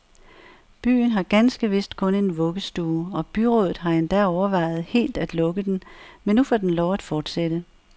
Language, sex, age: Danish, female, 64